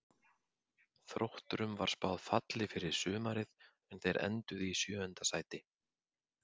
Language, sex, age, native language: Icelandic, male, 50-59, Icelandic